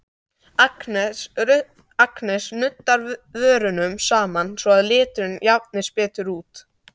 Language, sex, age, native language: Icelandic, other, 13, Icelandic